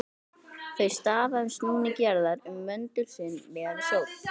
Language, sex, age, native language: Icelandic, female, 18-19, Icelandic